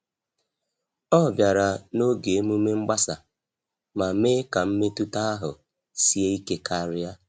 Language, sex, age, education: Igbo, male, 46-60, tertiary